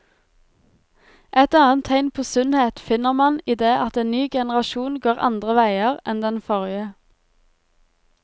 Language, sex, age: Norwegian, female, 23